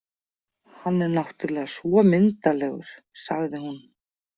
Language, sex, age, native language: Icelandic, female, 40-49, Icelandic